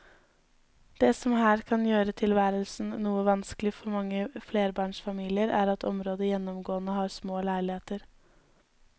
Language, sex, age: Norwegian, female, 20